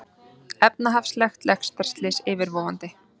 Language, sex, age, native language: Icelandic, female, 30-39, Icelandic